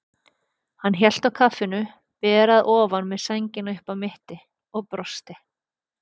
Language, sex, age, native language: Icelandic, female, 30-39, Icelandic